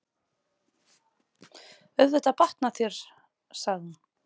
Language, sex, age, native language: Icelandic, female, 30-39, Icelandic